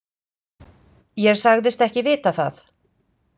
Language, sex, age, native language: Icelandic, female, 50-59, Icelandic